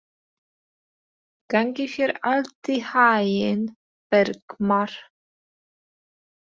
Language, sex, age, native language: Icelandic, female, 20-29, Polish